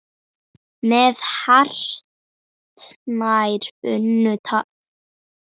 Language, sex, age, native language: Icelandic, female, 10, Icelandic